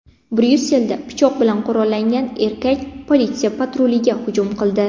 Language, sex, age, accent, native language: Uzbek, female, 18-24, Buxoro, Uzbek